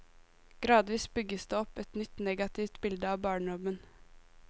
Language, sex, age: Norwegian, female, 18